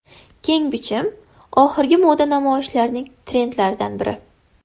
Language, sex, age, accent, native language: Uzbek, female, 18-24, Farg'ona, Uzbek